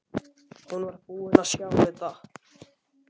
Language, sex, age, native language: Icelandic, male, 11, Icelandic